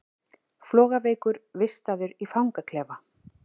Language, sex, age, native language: Icelandic, female, 40-49, Icelandic